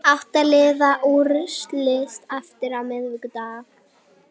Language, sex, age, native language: Icelandic, female, 60-69, Icelandic